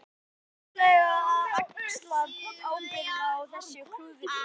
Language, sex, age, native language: Icelandic, male, 11, Icelandic